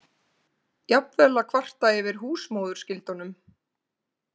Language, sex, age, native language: Icelandic, female, 20-29, Icelandic